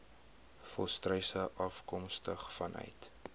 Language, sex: Afrikaans, male